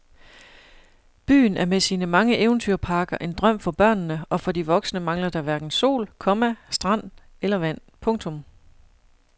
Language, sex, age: Danish, female, 41